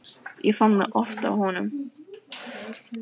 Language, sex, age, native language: Icelandic, female, 12, Icelandic